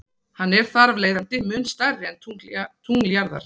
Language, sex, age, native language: Icelandic, female, 40-49, Icelandic